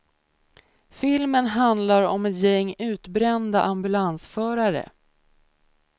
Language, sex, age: Swedish, female, 30